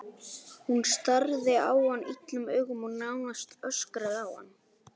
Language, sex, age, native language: Icelandic, male, 18-19, Icelandic